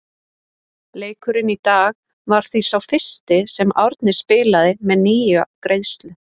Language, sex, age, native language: Icelandic, female, 30-39, Icelandic